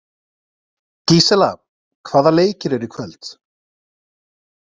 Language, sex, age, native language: Icelandic, male, 20-29, Icelandic